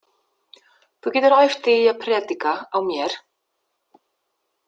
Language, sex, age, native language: Icelandic, female, 60-69, Icelandic